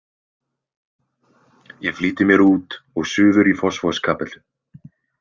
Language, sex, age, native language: Icelandic, male, 20-29, Icelandic